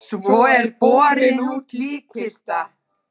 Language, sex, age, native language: Icelandic, female, 60-69, Icelandic